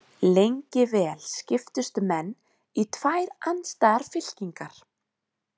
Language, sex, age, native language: Icelandic, female, 20-29, Icelandic